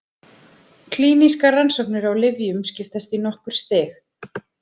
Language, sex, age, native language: Icelandic, female, 30-39, Icelandic